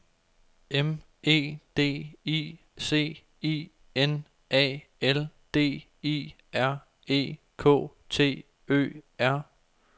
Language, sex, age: Danish, male, 24